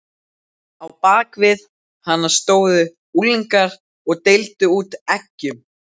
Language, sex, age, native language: Icelandic, male, 12, Icelandic